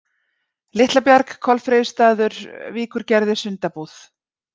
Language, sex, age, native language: Icelandic, female, 40-49, Icelandic